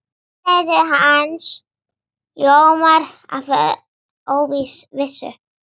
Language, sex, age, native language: Icelandic, female, 9, Icelandic